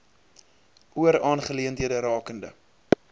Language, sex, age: Afrikaans, male, 23